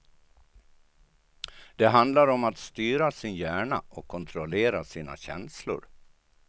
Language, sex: Swedish, male